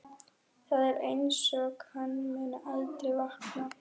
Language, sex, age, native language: Icelandic, female, 11, German